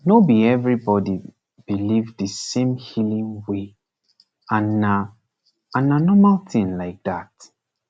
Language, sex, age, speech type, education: Nigerian Pidgin, male, 15-29, spontaneous, secondary